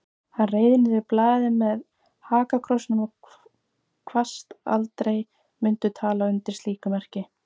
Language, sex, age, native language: Icelandic, female, 18-19, Icelandic